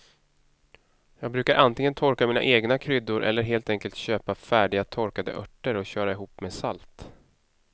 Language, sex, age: Swedish, male, 31